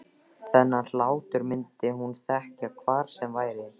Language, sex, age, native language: Icelandic, male, 13, Icelandic